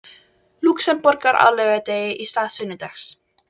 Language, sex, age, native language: Icelandic, female, 12, Icelandic